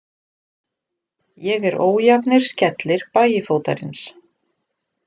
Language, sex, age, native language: Icelandic, female, 40-49, Icelandic